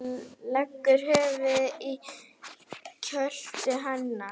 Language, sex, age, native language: Icelandic, female, 8, Icelandic